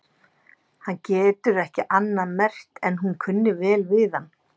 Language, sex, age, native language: Icelandic, female, 50-59, Icelandic